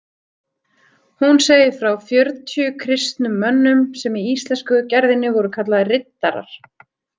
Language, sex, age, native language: Icelandic, female, 30-39, Icelandic